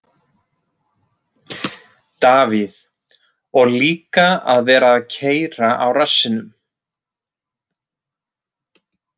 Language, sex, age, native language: Icelandic, male, 30-39, Icelandic